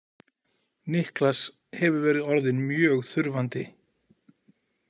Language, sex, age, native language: Icelandic, male, 40-49, Icelandic